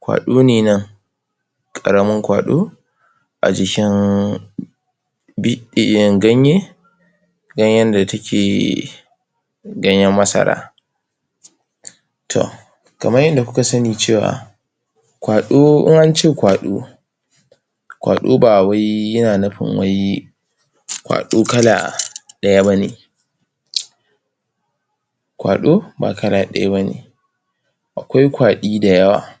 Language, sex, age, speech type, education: Hausa, male, 15-29, spontaneous, tertiary